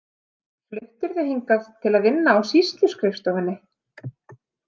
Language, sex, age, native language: Icelandic, female, 30-39, Icelandic